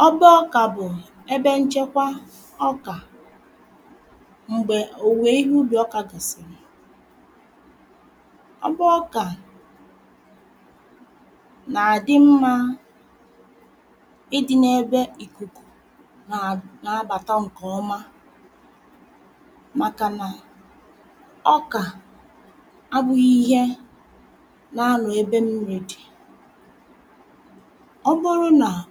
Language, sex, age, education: Igbo, female, 30-45, primary